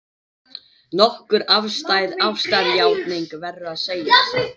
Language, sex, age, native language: Icelandic, male, 12, Icelandic